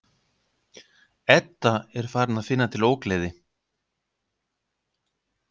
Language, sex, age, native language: Icelandic, male, 50-59, Icelandic